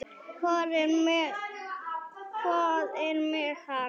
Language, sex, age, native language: Icelandic, male, 9, Icelandic